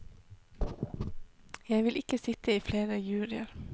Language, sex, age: Norwegian, female, 26